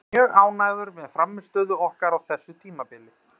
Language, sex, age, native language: Icelandic, male, 30-39, Icelandic